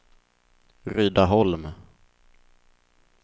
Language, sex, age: Swedish, male, 24